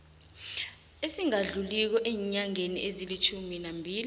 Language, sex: South Ndebele, female